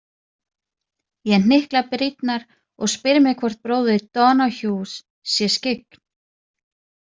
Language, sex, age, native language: Icelandic, female, 30-39, Icelandic